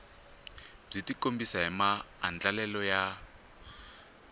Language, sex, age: Tsonga, male, 24